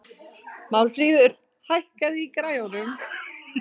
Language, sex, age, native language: Icelandic, female, 20-29, Icelandic